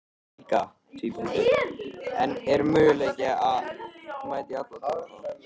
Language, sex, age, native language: Icelandic, male, 13, Icelandic